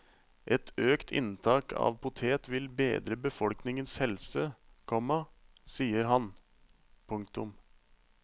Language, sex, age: Norwegian, male, 35